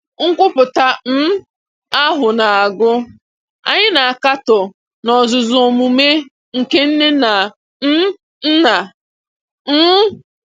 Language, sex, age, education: Igbo, female, 15-29, tertiary